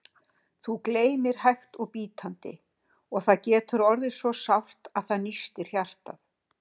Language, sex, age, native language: Icelandic, female, 60-69, Icelandic